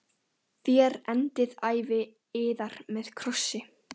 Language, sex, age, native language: Icelandic, female, 12, Icelandic